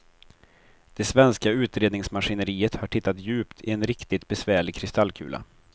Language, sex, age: Swedish, male, 23